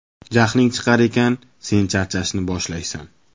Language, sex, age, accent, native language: Uzbek, male, 18-24, Toshkent viloyati, Uzbek